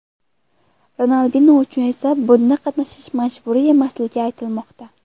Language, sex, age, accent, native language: Uzbek, female, 19-29, Toshkent viloyati, Uzbek